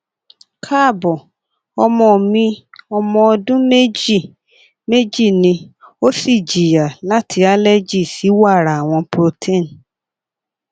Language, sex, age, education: Yoruba, female, 30-45, tertiary